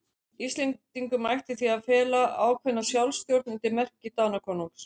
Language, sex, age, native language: Icelandic, female, 60-69, Icelandic